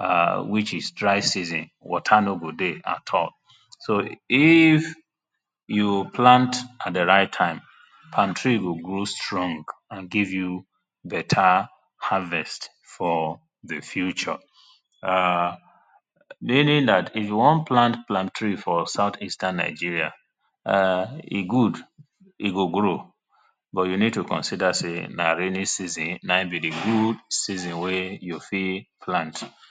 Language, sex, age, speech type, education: Nigerian Pidgin, male, 30-45, spontaneous, tertiary